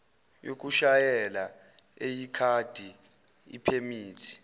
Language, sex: Zulu, male